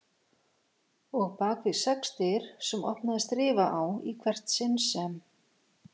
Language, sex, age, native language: Icelandic, female, 50-59, Icelandic